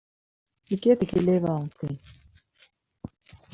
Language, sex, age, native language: Icelandic, female, 50-59, Icelandic